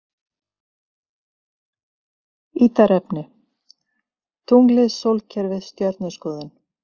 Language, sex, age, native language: Icelandic, female, 50-59, Icelandic